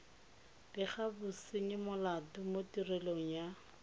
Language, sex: Tswana, female